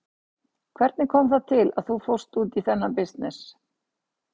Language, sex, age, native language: Icelandic, female, 60-69, Icelandic